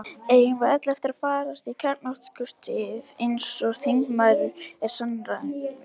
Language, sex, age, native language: Icelandic, female, 70-79, Icelandic